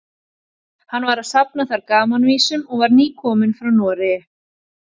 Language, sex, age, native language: Icelandic, female, 40-49, Icelandic